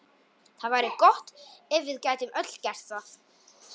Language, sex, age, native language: Icelandic, male, 18-19, Polish